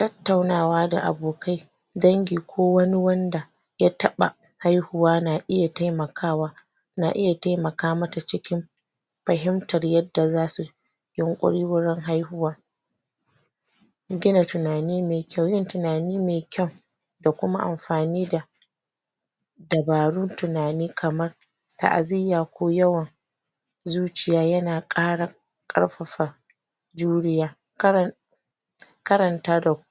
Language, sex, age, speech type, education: Hausa, female, 30-45, spontaneous, tertiary